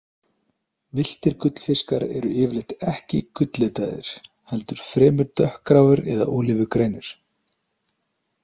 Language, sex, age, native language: Icelandic, male, 30-39, Icelandic